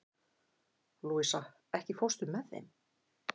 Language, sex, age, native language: Icelandic, female, 50-59, Icelandic